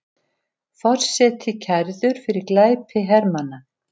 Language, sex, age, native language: Icelandic, female, 70-79, Icelandic